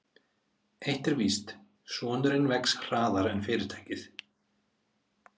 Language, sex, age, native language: Icelandic, male, 30-39, Icelandic